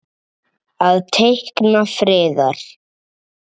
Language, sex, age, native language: Icelandic, male, 7, Icelandic